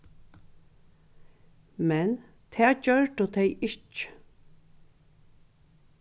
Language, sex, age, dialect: Faroese, female, 61+, Norðuroyggjar